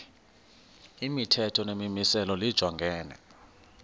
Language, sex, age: Xhosa, male, 21